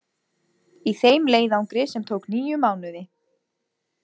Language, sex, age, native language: Icelandic, female, 20-29, Icelandic